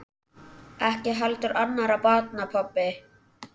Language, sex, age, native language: Icelandic, male, 10, Icelandic